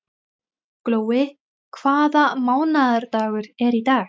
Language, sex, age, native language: Icelandic, female, 20-29, Thai